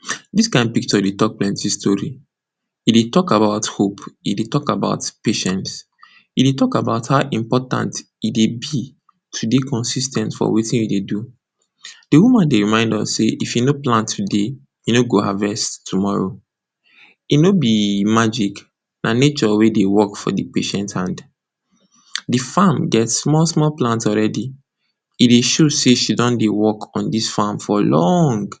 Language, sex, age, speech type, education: Nigerian Pidgin, male, 46-60, spontaneous, tertiary